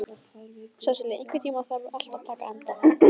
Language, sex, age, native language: Icelandic, female, 14, Icelandic